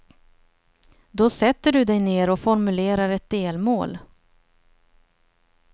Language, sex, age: Swedish, female, 30